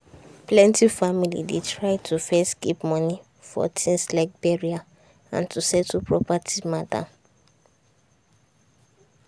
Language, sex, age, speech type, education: Nigerian Pidgin, female, 15-29, spontaneous, secondary